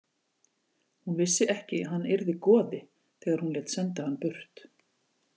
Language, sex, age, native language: Icelandic, female, 40-49, Icelandic